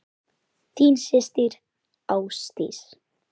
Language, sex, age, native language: Icelandic, female, 10, Icelandic